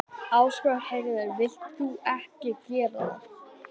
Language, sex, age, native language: Icelandic, male, 11, Icelandic